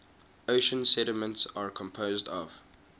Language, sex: English, male